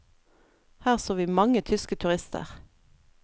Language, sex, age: Norwegian, female, 32